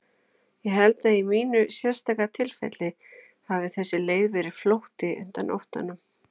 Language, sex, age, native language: Icelandic, female, 40-49, Icelandic